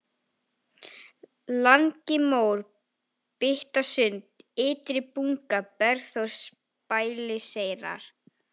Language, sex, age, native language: Icelandic, female, 18-19, Icelandic